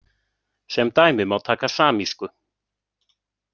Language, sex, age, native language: Icelandic, male, 30-39, Icelandic